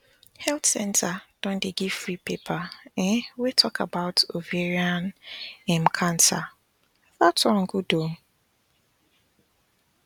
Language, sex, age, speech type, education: Nigerian Pidgin, female, 15-29, spontaneous, tertiary